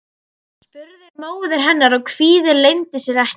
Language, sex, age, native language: Icelandic, female, 12, Icelandic